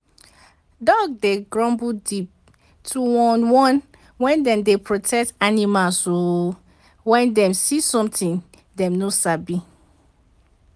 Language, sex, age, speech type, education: Nigerian Pidgin, female, 30-45, spontaneous, tertiary